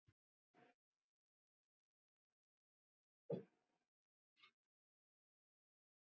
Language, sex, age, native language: Icelandic, female, 60-69, Icelandic